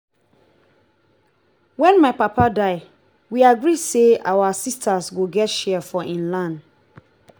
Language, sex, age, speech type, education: Nigerian Pidgin, female, 30-45, spontaneous, tertiary